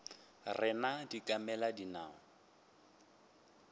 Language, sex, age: Northern Sotho, male, 21